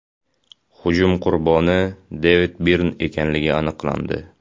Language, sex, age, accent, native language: Uzbek, male, 18-24, Samarqand, Uzbek